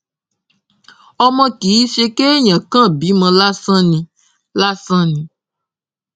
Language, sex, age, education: Yoruba, female, 15-29, tertiary